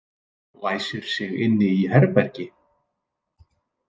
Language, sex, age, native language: Icelandic, male, 20-29, Icelandic